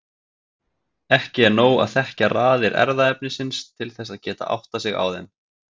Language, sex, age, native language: Icelandic, male, 30-39, Icelandic